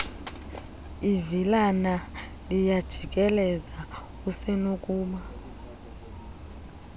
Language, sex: Xhosa, female